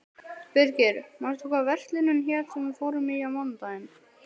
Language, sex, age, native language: Icelandic, male, 12, Icelandic